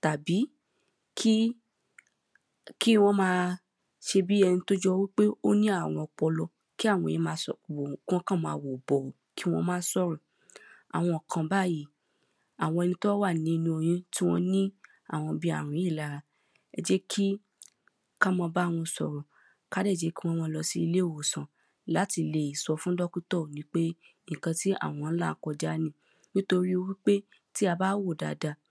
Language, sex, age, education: Yoruba, female, 15-29, primary